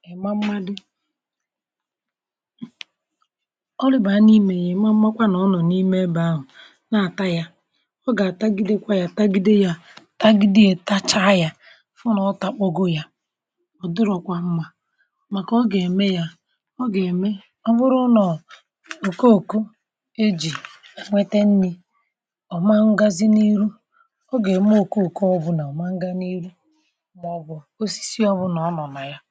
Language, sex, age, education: Igbo, male, 30-45, tertiary